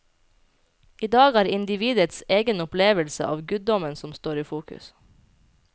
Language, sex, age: Norwegian, female, 29